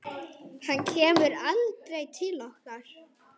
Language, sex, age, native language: Icelandic, male, 9, Icelandic